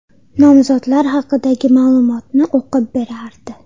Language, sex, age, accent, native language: Uzbek, female, 12-17, Andijon, Uzbek